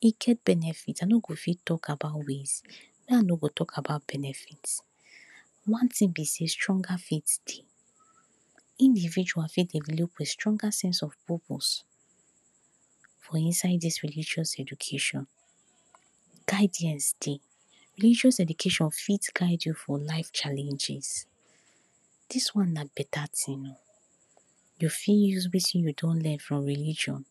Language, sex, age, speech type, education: Nigerian Pidgin, female, 46-60, spontaneous, tertiary